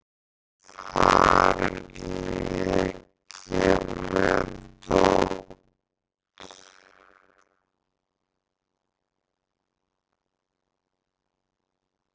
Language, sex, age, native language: Icelandic, male, 50-59, Icelandic